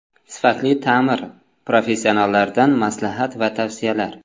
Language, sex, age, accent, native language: Uzbek, male, 25-34, Samarqand, Uzbek